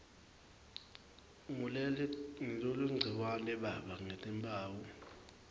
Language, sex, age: Swati, male, 19